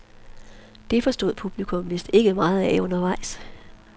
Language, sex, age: Danish, female, 43